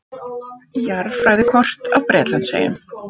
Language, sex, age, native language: Icelandic, female, 50-59, Icelandic